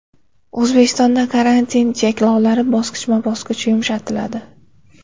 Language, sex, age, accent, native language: Uzbek, female, 25-34, Xorazm, Uzbek